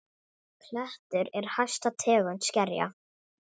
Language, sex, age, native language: Icelandic, female, 10, Icelandic